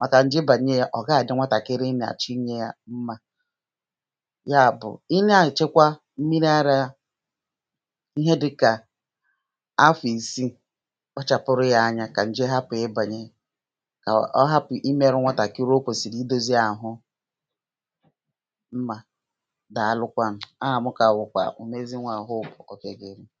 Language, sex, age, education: Igbo, female, 30-45, primary